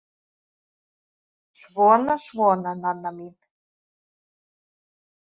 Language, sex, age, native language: Icelandic, female, 40-49, Icelandic